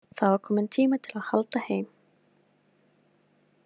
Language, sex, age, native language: Icelandic, female, 18-19, Icelandic